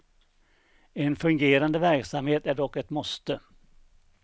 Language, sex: Swedish, male